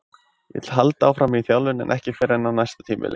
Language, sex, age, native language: Icelandic, male, 20-29, Icelandic